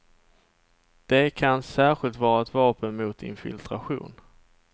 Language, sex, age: Swedish, male, 27